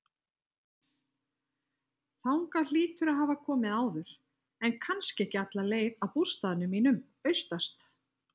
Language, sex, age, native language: Icelandic, female, 50-59, Icelandic